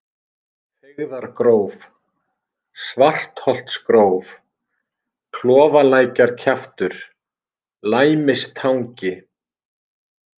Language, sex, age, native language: Icelandic, male, 50-59, Icelandic